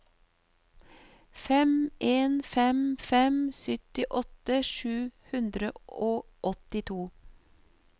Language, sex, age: Norwegian, female, 38